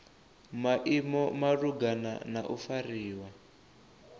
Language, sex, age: Venda, male, 24